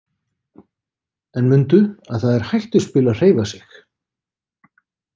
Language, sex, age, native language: Icelandic, male, 50-59, Icelandic